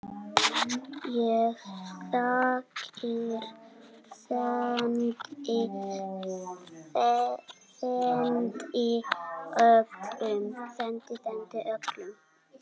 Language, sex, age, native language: Icelandic, male, 6, Icelandic